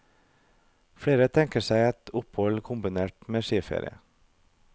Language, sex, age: Norwegian, male, 32